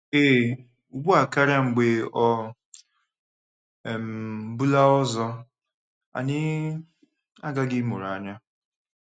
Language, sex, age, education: Igbo, male, 15-29, tertiary